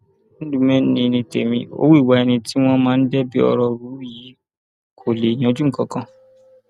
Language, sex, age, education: Yoruba, male, 15-29, tertiary